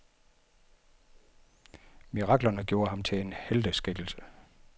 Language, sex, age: Danish, male, 51